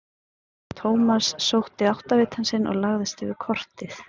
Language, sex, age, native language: Icelandic, female, 50-59, Icelandic